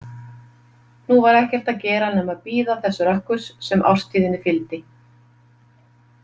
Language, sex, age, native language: Icelandic, female, 50-59, Icelandic